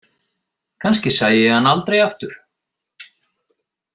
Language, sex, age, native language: Icelandic, male, 50-59, Icelandic